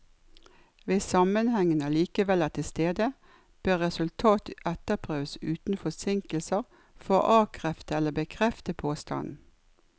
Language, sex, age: Norwegian, female, 56